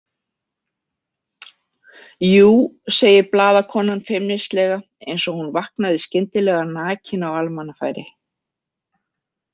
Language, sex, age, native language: Icelandic, female, 50-59, Icelandic